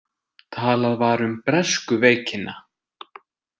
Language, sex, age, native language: Icelandic, male, 20-29, Icelandic